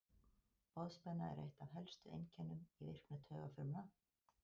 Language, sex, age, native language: Icelandic, female, 50-59, Icelandic